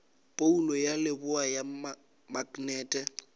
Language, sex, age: Northern Sotho, male, 18